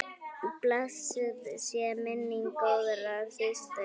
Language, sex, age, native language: Icelandic, female, 9, Icelandic